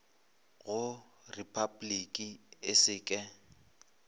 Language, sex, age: Northern Sotho, male, 23